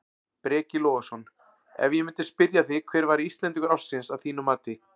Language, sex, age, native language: Icelandic, male, 40-49, Icelandic